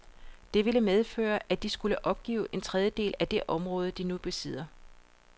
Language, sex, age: Danish, female, 42